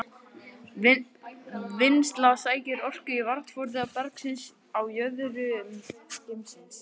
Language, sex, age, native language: Icelandic, male, 11, Icelandic